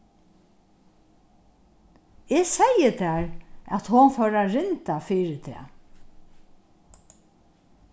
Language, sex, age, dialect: Faroese, female, 61+, Norðurstreymoy/Eysturoy